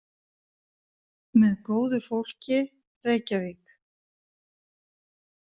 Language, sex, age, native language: Icelandic, female, 50-59, Icelandic